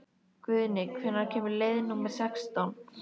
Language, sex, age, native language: Icelandic, female, 13, Icelandic